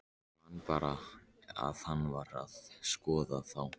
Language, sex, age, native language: Icelandic, male, 13, Icelandic